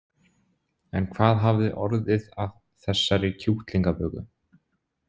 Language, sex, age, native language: Icelandic, male, 20-29, Icelandic